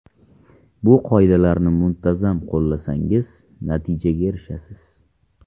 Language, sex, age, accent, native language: Uzbek, male, 18-24, Farg'ona, Uzbek